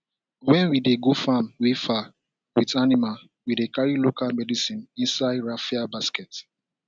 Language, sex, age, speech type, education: Nigerian Pidgin, male, 15-29, spontaneous, secondary